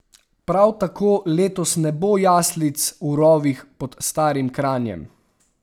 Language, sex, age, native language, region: Slovenian, male, 18-29, Slovenian, Savinja region